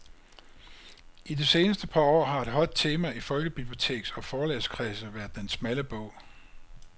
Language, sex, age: Danish, male, 56